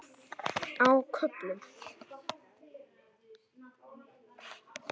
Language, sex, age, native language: Icelandic, male, 10, Icelandic